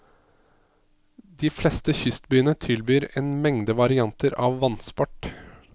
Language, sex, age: Norwegian, male, 27